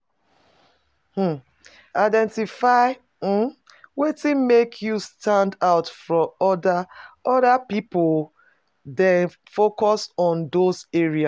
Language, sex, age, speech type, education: Nigerian Pidgin, female, 30-45, spontaneous, tertiary